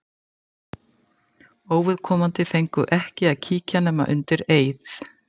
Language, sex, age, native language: Icelandic, female, 50-59, Icelandic